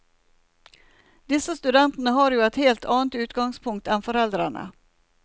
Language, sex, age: Norwegian, female, 47